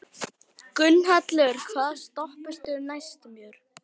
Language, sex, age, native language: Icelandic, male, 11, Icelandic